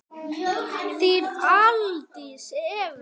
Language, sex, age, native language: Icelandic, male, 9, Icelandic